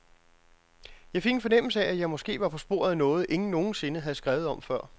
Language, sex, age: Danish, male, 42